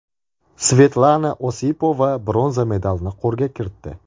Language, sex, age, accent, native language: Uzbek, male, 18-24, Andijon, Uzbek